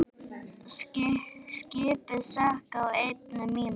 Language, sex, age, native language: Icelandic, female, 9, Icelandic